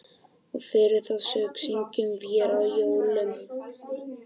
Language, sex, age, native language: Icelandic, male, 12, Icelandic